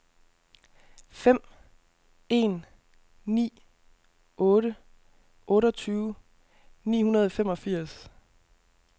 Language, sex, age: Danish, male, 32